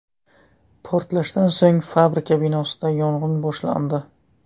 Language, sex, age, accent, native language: Uzbek, male, 18-24, Buxoro, Uzbek